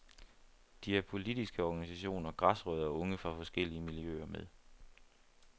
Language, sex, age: Danish, male, 29